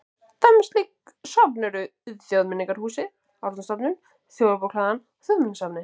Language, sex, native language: Icelandic, female, Icelandic